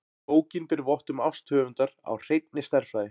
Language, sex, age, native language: Icelandic, male, 40-49, Icelandic